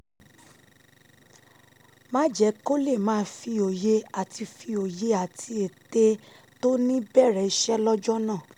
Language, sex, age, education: Yoruba, female, 15-29, tertiary